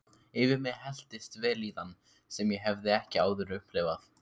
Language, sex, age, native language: Icelandic, male, 15, Icelandic